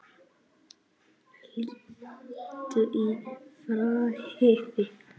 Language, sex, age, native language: Icelandic, male, 9, Icelandic